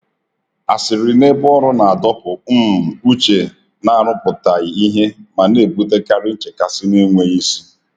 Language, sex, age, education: Igbo, male, 30-45, tertiary